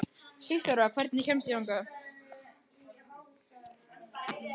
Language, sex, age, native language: Icelandic, male, 12, Icelandic